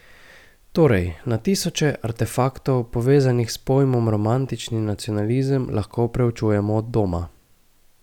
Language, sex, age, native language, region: Slovenian, male, 18-29, Slovenian, Gorica region